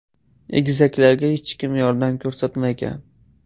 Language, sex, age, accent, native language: Uzbek, male, 18-24, Andijon, Uzbek